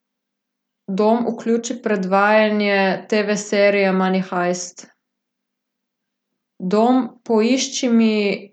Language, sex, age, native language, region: Slovenian, female, 18-29, Slovenian, Gorica region